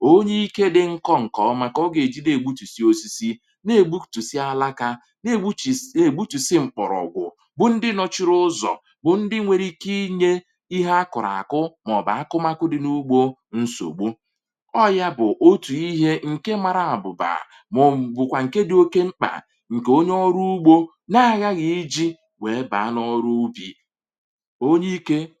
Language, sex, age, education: Igbo, male, 30-45, tertiary